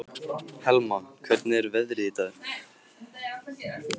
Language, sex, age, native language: Icelandic, male, 15, Icelandic